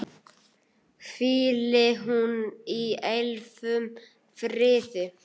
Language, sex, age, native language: Icelandic, male, 9, Icelandic